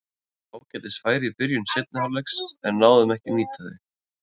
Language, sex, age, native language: Icelandic, male, 30-39, Icelandic